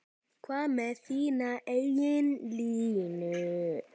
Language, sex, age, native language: Icelandic, male, 10, Icelandic